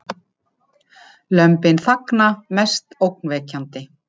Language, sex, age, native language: Icelandic, female, 50-59, Icelandic